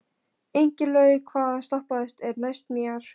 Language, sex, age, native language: Icelandic, female, 13, Polish